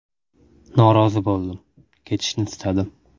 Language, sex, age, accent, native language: Uzbek, male, 18-24, Toshkent viloyati, Uzbek